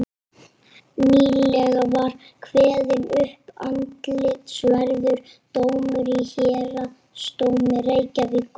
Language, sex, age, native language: Icelandic, female, 30-39, Icelandic